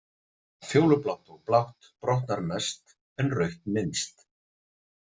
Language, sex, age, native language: Icelandic, male, 40-49, Icelandic